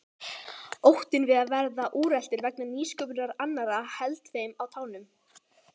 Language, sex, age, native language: Icelandic, female, 18-19, Icelandic